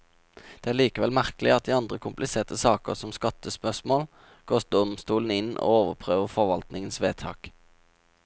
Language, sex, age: Norwegian, male, 27